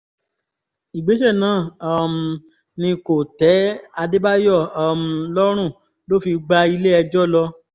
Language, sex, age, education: Yoruba, female, 15-29, tertiary